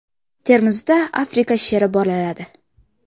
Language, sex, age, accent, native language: Uzbek, female, 12-17, Xorazm, Uzbek